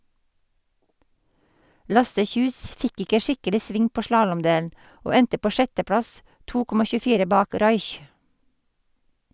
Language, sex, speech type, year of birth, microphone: Norwegian, female, read, 1958, Sennheiser